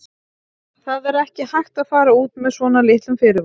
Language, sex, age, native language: Icelandic, female, 30-39, Icelandic